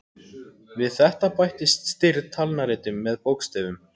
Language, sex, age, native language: Icelandic, other, 18-19, Icelandic